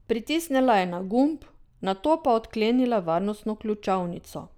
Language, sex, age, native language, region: Slovenian, female, 50-59, Slovenian, Drava region